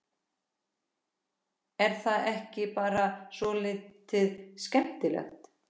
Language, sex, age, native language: Icelandic, female, 14, Icelandic